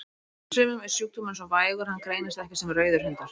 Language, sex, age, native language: Icelandic, female, 30-39, Icelandic